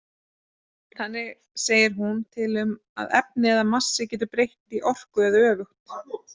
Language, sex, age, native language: Icelandic, female, 30-39, Icelandic